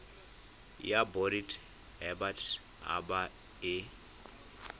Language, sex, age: Tswana, male, 25